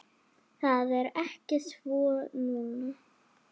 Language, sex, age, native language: Icelandic, female, 7, Icelandic